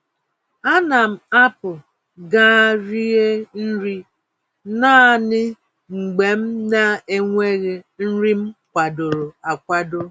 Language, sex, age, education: Igbo, female, 46-60, tertiary